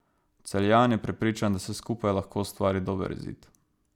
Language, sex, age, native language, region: Slovenian, male, 18-29, Slovenian, Savinja region